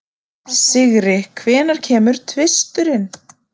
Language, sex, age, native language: Icelandic, female, 30-39, Icelandic